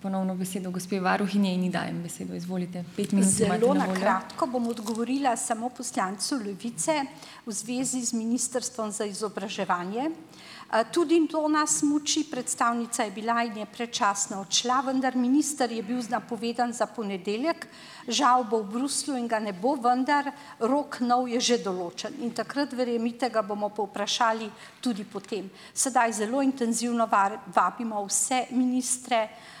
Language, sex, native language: Slovenian, female, Slovenian